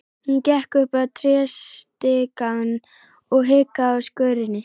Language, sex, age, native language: Icelandic, female, 11, Icelandic